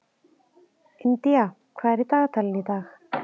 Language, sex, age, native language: Icelandic, female, 30-39, Icelandic